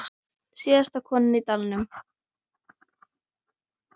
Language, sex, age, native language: Icelandic, female, 9, Icelandic